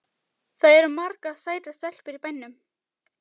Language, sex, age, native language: Icelandic, female, 12, Icelandic